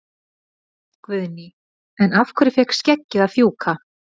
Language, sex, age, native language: Icelandic, female, 50-59, Icelandic